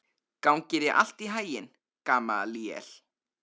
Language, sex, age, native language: Icelandic, male, 13, Icelandic